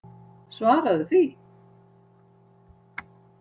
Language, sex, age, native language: Icelandic, female, 60-69, Icelandic